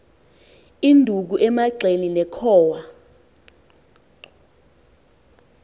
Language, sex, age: Xhosa, female, 20